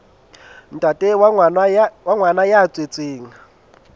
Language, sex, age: Southern Sotho, male, 22